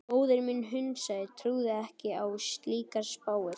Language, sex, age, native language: Icelandic, male, 12, Icelandic